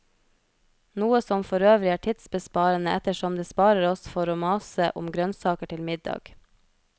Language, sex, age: Norwegian, female, 33